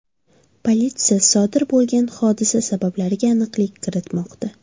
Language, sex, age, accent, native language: Uzbek, female, 25-34, Surxondaryo, Uzbek